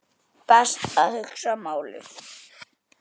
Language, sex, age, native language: Icelandic, male, 10, Icelandic